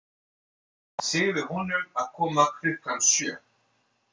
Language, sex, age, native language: Icelandic, male, 30-39, French